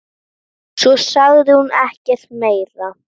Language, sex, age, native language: Icelandic, female, 10, Icelandic